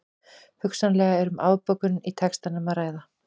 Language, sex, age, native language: Icelandic, female, 40-49, Icelandic